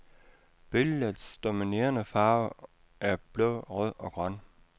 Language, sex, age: Danish, male, 56